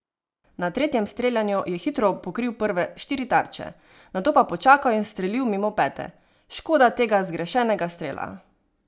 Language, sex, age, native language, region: Slovenian, female, 18-29, Slovenian, Savinja region